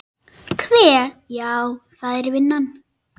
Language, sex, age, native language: Icelandic, male, 9, Icelandic